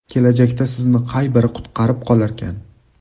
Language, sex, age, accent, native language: Uzbek, male, 18-24, Farg'ona, Uzbek